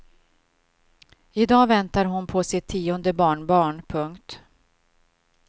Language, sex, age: Swedish, female, 52